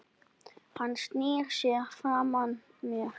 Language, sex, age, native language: Icelandic, male, 10, Icelandic